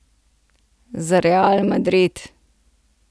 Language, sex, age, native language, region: Slovenian, female, 30-49, Slovenian, Central Slovenia